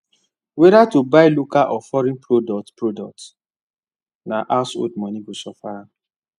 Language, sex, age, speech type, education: Nigerian Pidgin, male, 15-29, spontaneous, tertiary